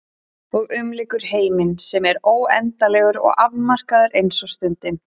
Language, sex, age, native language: Icelandic, female, 30-39, Icelandic